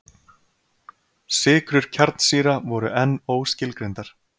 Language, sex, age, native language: Icelandic, male, 30-39, Icelandic